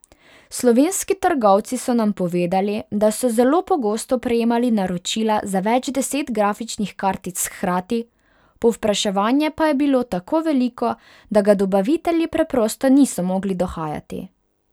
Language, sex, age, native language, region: Slovenian, female, 18-29, Hungarian, Pomurje region